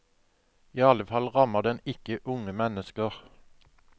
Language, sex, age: Norwegian, male, 57